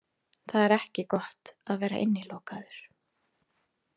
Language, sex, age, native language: Icelandic, female, 30-39, Icelandic